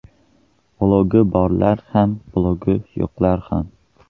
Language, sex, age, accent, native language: Uzbek, male, 12-17, Qoraqalpog'iston, Uzbek